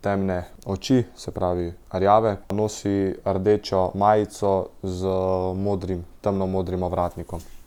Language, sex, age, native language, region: Slovenian, male, 18-29, Slovenian, Central Slovenia